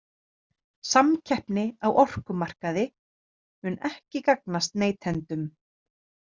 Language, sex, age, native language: Icelandic, female, 30-39, Icelandic